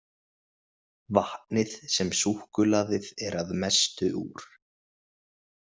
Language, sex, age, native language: Icelandic, male, 20-29, Icelandic